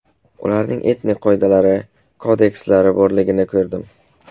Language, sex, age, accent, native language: Uzbek, male, 12-17, Buxoro, Uzbek